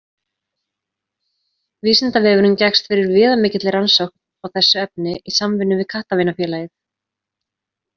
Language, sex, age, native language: Icelandic, female, 30-39, Icelandic